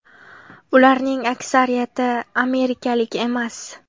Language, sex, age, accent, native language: Uzbek, female, 18-24, Farg'ona, Uzbek